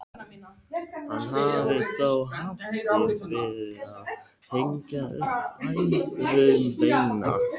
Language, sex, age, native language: Icelandic, male, 13, Icelandic